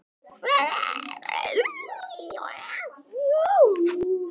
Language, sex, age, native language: Icelandic, male, 10, Icelandic